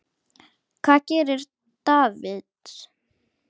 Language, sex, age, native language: Icelandic, female, 10, Icelandic